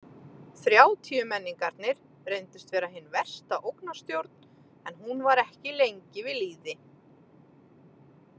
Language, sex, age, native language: Icelandic, female, 30-39, Icelandic